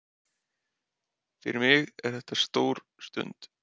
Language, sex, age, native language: Icelandic, male, 30-39, Icelandic